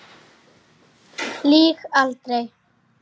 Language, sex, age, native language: Icelandic, male, 8, Icelandic